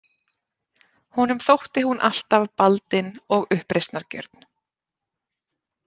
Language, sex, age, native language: Icelandic, female, 30-39, Icelandic